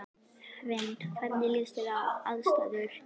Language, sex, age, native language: Icelandic, female, 11, Icelandic